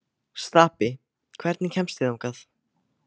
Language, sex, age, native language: Icelandic, male, 15, Icelandic